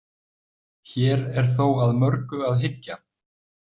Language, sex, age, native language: Icelandic, male, 20-29, Icelandic